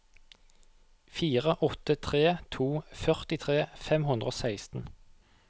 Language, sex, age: Norwegian, male, 28